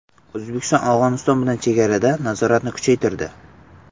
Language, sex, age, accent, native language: Uzbek, male, 12-17, Samarqand, Uzbek